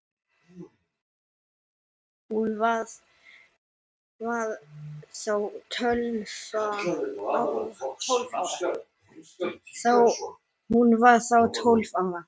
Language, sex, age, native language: Icelandic, male, 9, Icelandic